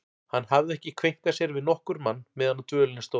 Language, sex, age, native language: Icelandic, male, 40-49, Icelandic